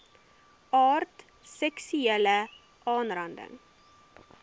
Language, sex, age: Afrikaans, female, 20